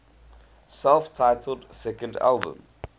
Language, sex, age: English, male, 20